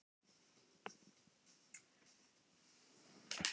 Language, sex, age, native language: Icelandic, male, 50-59, Icelandic